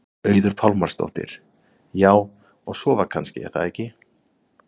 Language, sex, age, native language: Icelandic, male, 30-39, Icelandic